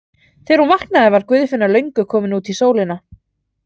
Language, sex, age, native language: Icelandic, female, 30-39, Icelandic